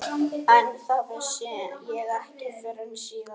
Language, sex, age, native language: Icelandic, male, 11, Icelandic